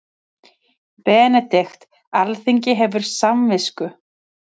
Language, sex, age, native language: Icelandic, female, 30-39, Icelandic